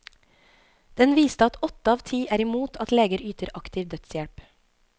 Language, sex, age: Norwegian, female, 25